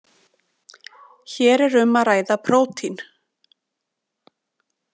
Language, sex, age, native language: Icelandic, female, 40-49, Icelandic